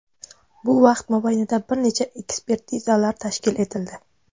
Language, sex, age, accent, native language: Uzbek, female, 19-29, Jizzax, Uzbek